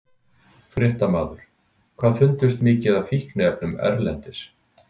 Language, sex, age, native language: Icelandic, male, 60-69, Icelandic